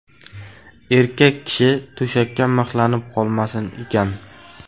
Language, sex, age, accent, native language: Uzbek, male, 18-24, Qashqadaryo, Uzbek